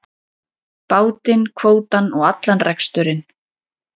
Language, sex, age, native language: Icelandic, female, 30-39, Icelandic